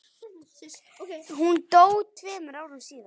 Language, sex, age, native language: Icelandic, female, 8, Icelandic